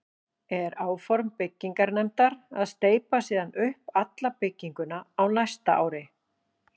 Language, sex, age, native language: Icelandic, female, 40-49, Icelandic